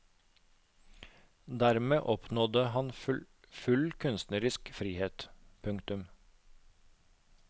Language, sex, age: Norwegian, male, 36